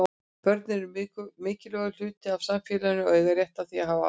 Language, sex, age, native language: Icelandic, female, 60-69, Icelandic